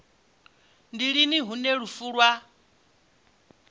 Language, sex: Venda, female